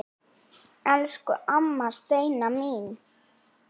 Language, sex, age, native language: Icelandic, female, 8, Icelandic